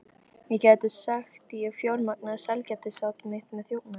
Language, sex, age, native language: Icelandic, female, 13, Icelandic